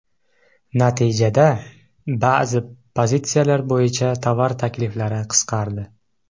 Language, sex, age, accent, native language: Uzbek, male, 18-24, Qashqadaryo, Uzbek